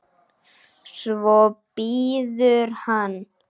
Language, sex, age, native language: Icelandic, male, 9, Icelandic